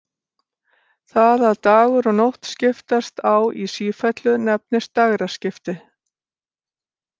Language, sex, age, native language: Icelandic, female, 60-69, Icelandic